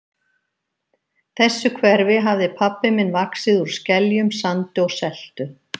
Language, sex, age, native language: Icelandic, female, 50-59, Icelandic